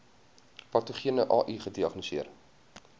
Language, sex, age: Afrikaans, male, 20